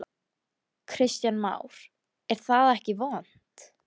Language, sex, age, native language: Icelandic, female, 13, Icelandic